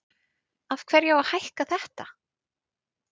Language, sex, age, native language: Icelandic, female, 30-39, Icelandic